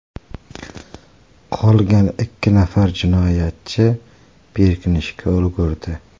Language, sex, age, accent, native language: Uzbek, male, 18-24, Qashqadaryo, Uzbek